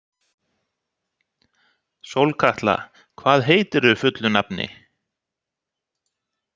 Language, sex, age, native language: Icelandic, male, 60-69, Icelandic